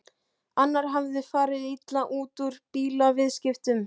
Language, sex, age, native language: Icelandic, male, 12, Icelandic